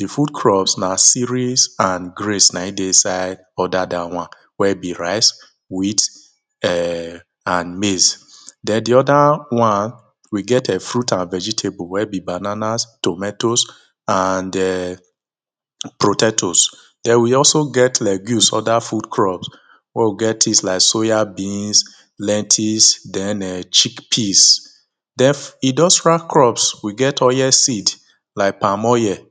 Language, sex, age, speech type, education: Nigerian Pidgin, male, 30-45, spontaneous, tertiary